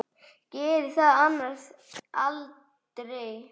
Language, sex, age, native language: Icelandic, male, 8, Icelandic